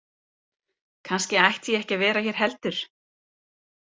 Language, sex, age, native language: Icelandic, female, 30-39, Icelandic